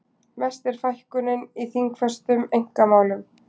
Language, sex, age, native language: Icelandic, female, 20-29, Icelandic